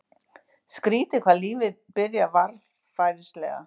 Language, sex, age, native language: Icelandic, female, 50-59, Icelandic